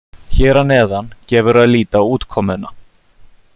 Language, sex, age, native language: Icelandic, male, 30-39, Icelandic